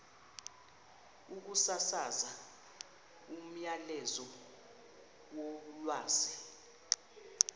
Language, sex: Xhosa, female